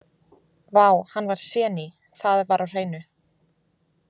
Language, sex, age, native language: Icelandic, female, 20-29, Icelandic